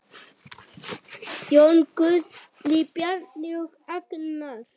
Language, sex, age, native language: Icelandic, female, 8, Icelandic